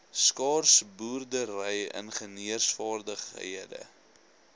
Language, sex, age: Afrikaans, male, 21